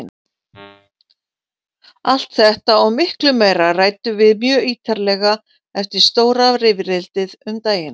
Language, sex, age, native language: Icelandic, female, 40-49, Icelandic